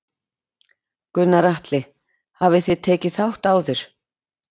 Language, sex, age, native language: Icelandic, female, 30-39, Icelandic